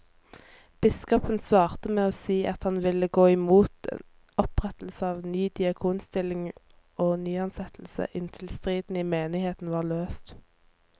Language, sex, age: Norwegian, female, 24